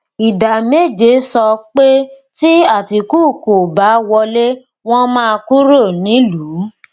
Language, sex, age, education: Yoruba, female, 15-29, tertiary